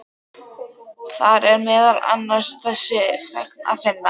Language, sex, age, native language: Icelandic, female, 13, Icelandic